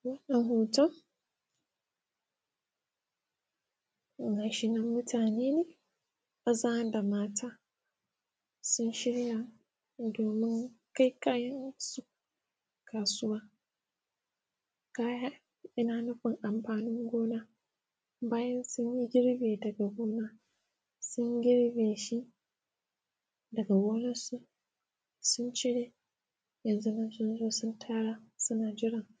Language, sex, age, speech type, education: Hausa, female, 15-29, spontaneous, tertiary